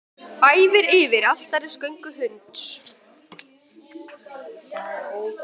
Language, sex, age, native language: Icelandic, female, 18-19, Icelandic